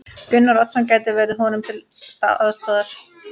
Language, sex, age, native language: Icelandic, female, 30-39, Icelandic